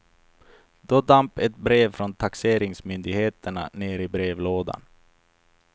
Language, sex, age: Swedish, male, 28